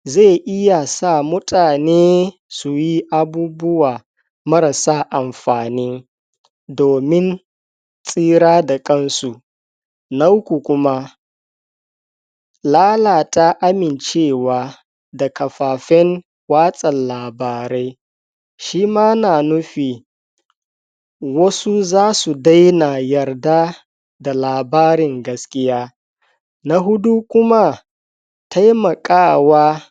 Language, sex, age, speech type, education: Hausa, male, 60+, spontaneous, tertiary